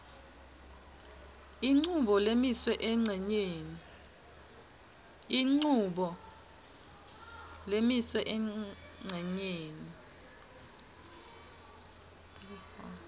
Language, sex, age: Swati, female, 26